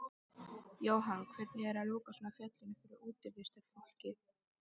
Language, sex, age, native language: Icelandic, female, 13, Icelandic